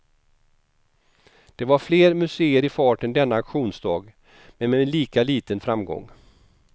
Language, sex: Swedish, male